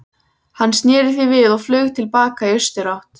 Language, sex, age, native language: Icelandic, female, 14, Icelandic